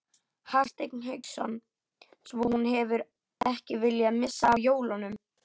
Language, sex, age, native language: Icelandic, female, 11, Icelandic